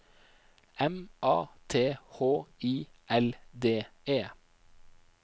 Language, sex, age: Norwegian, male, 29